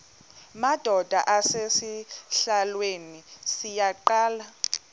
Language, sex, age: Xhosa, female, 20